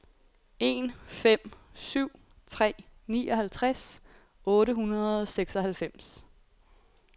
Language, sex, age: Danish, female, 28